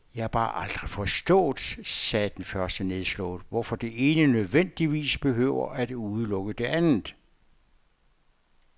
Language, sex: Danish, male